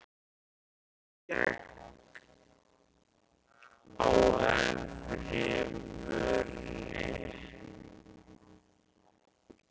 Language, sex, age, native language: Icelandic, male, 13, Icelandic